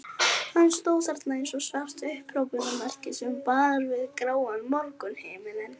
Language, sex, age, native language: Icelandic, female, 40-49, Icelandic